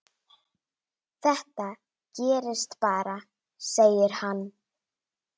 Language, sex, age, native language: Icelandic, female, 9, Icelandic